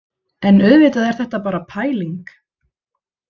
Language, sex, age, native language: Icelandic, female, 30-39, Icelandic